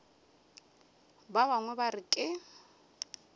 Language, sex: Northern Sotho, female